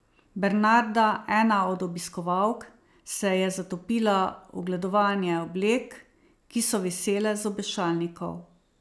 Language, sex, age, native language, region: Slovenian, female, 50-59, Slovenian, Savinja region